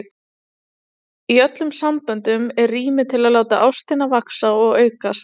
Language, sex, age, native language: Icelandic, female, 30-39, Icelandic